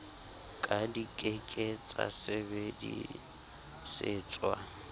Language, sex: Southern Sotho, male